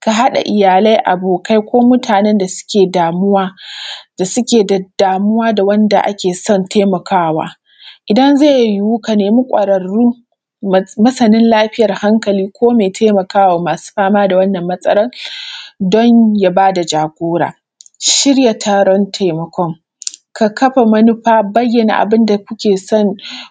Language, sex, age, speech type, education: Hausa, female, 15-29, spontaneous, primary